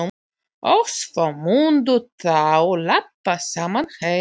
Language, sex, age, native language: Icelandic, female, 40-49, Polish